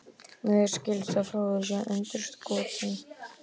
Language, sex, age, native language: Icelandic, male, 12, Icelandic